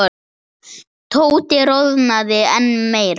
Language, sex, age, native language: Icelandic, male, 8, Icelandic